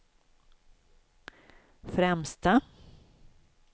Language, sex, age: Swedish, female, 56